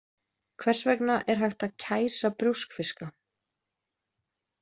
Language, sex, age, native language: Icelandic, female, 20-29, Icelandic